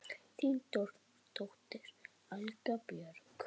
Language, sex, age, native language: Icelandic, male, 8, Icelandic